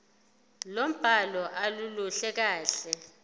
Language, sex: Zulu, female